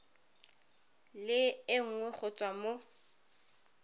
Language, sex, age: Tswana, female, 31